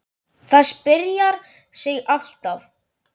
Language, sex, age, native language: Icelandic, male, 10, Icelandic